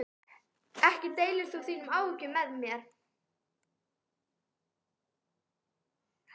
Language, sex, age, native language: Icelandic, female, 12, Icelandic